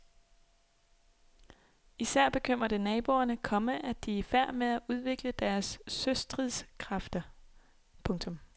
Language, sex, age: Danish, female, 26